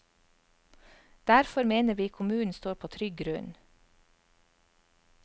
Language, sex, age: Norwegian, female, 44